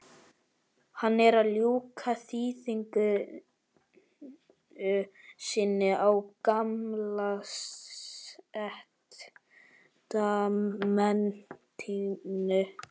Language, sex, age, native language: Icelandic, male, 12, Icelandic